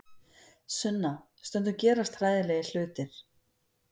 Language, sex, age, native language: Icelandic, female, 50-59, Icelandic